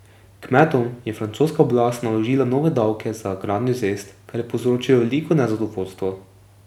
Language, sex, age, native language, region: Slovenian, male, 18-29, Slovenian, Drava region